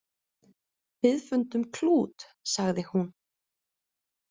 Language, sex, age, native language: Icelandic, female, 20-29, Icelandic